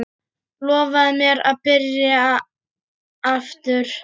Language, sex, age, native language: Icelandic, male, 8, Icelandic